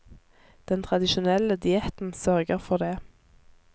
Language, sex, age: Norwegian, female, 24